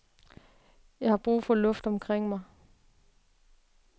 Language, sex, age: Danish, female, 36